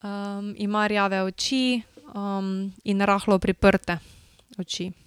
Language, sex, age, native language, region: Slovenian, female, 18-29, Slovenian, Drava region